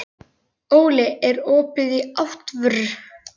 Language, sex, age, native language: Icelandic, male, 11, Icelandic